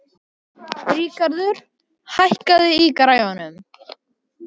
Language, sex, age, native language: Icelandic, male, 11, Icelandic